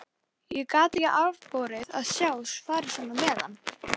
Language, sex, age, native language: Icelandic, female, 11, Icelandic